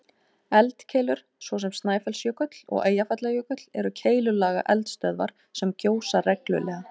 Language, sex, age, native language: Icelandic, female, 18-19, Icelandic